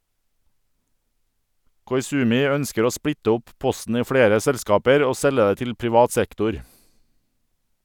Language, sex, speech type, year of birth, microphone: Norwegian, male, read, 1978, Sennheiser